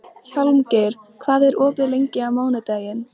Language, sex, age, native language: Icelandic, female, 13, Icelandic